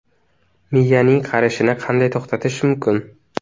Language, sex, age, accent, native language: Uzbek, male, under 19, Navoiy, Uzbek